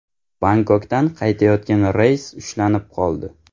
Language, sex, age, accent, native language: Uzbek, male, 18-24, Navoiy, Uzbek